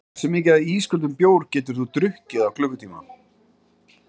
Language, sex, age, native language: Icelandic, male, 30-39, Icelandic